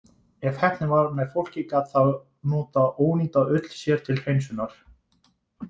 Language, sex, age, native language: Icelandic, male, 20-29, Icelandic